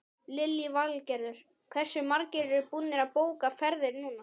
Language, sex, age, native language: Icelandic, male, 12, Icelandic